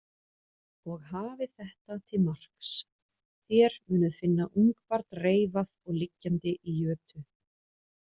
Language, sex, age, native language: Icelandic, female, 40-49, Icelandic